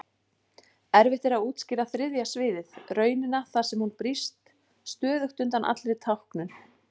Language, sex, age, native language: Icelandic, female, 40-49, Icelandic